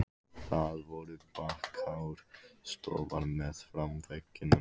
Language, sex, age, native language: Icelandic, male, 15, Icelandic